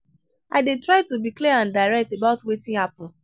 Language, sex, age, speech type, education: Nigerian Pidgin, female, 15-29, spontaneous, tertiary